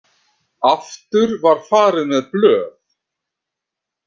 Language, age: Icelandic, 50-59